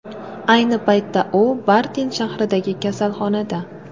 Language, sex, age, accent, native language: Uzbek, female, 18-24, Sirdaryo, Uzbek